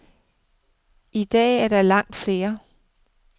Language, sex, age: Danish, female, 42